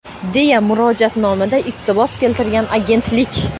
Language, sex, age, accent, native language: Uzbek, female, under 19, Xorazm, Uzbek